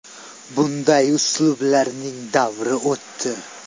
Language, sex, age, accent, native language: Uzbek, male, 18-24, Sirdaryo, Uzbek